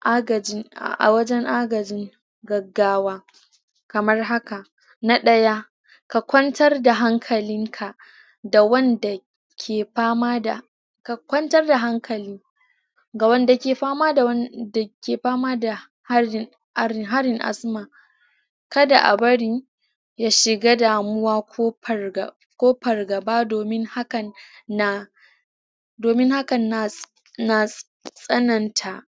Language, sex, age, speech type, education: Hausa, female, 30-45, spontaneous, tertiary